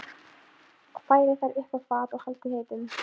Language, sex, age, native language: Icelandic, female, 15, Icelandic